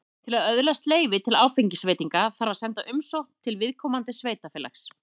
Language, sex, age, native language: Icelandic, female, 30-39, Icelandic